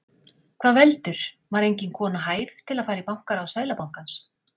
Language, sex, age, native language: Icelandic, female, 40-49, Icelandic